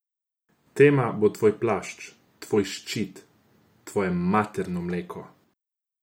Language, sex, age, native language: Slovenian, male, 18-29, Croatian